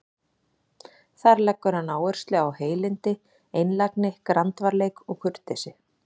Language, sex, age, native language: Icelandic, female, 40-49, Icelandic